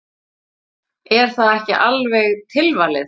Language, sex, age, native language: Icelandic, female, 40-49, Icelandic